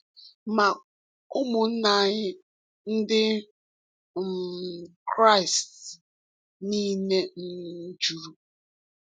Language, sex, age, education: Igbo, female, 15-29, tertiary